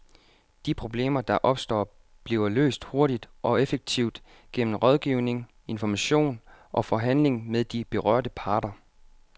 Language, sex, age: Danish, male, 25